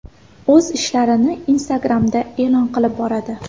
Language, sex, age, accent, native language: Uzbek, female, 18-24, Samarqand, Uzbek